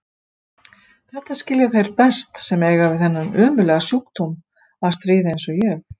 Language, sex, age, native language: Icelandic, female, 50-59, Icelandic